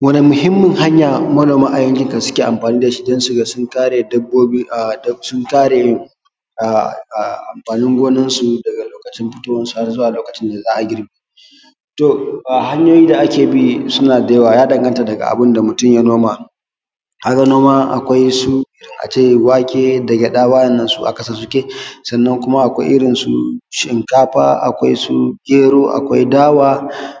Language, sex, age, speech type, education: Hausa, male, 15-29, spontaneous, tertiary